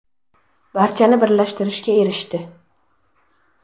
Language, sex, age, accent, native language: Uzbek, female, 12-17, Sirdaryo, Uzbek